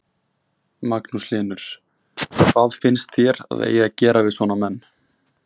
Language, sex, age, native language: Icelandic, male, 20-29, Icelandic